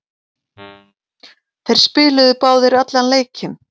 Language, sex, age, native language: Icelandic, female, 40-49, Icelandic